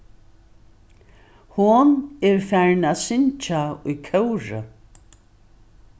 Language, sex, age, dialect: Faroese, female, 61+, Norðuroyggjar